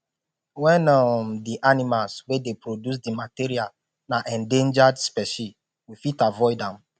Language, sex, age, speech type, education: Nigerian Pidgin, male, 15-29, spontaneous, tertiary